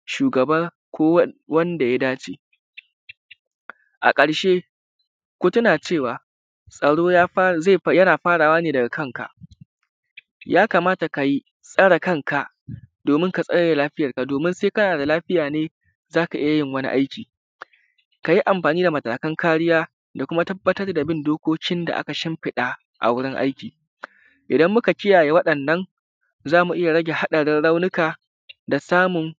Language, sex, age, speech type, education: Hausa, male, 15-29, spontaneous, tertiary